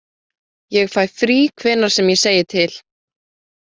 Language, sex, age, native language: Icelandic, female, 18-19, Icelandic